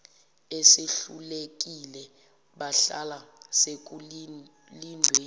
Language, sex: Zulu, female